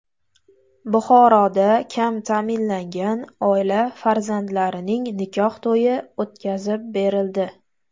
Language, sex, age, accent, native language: Uzbek, female, 18-24, Toshkent viloyati, Uzbek